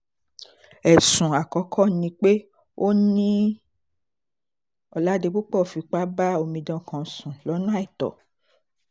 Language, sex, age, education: Yoruba, female, 30-45, tertiary